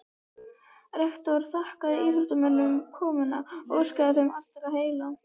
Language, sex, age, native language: Icelandic, female, 12, Icelandic